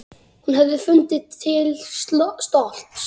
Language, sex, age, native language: Icelandic, female, 8, Icelandic